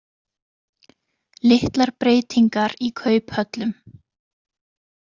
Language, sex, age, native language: Icelandic, female, 20-29, Icelandic